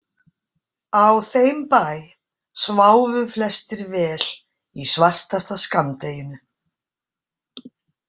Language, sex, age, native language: Icelandic, female, 60-69, Icelandic